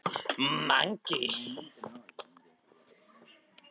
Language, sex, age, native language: Icelandic, male, 13, Icelandic